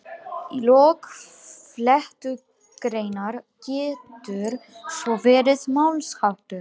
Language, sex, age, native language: Icelandic, female, 18-19, Romanian